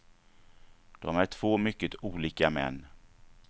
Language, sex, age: Swedish, male, 49